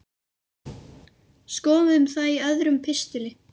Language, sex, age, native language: Icelandic, male, 6, Icelandic